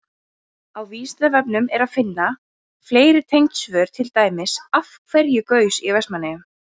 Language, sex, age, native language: Icelandic, female, 20-29, Icelandic